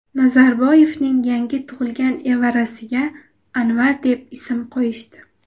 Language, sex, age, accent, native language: Uzbek, female, 19-29, Xorazm, Uzbek